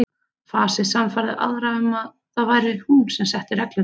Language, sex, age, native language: Icelandic, female, 30-39, Icelandic